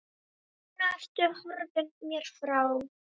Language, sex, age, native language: Icelandic, female, 10, Icelandic